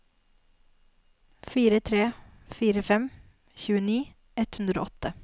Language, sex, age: Norwegian, female, 19